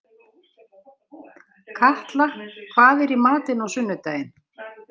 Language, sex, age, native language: Icelandic, female, 60-69, Icelandic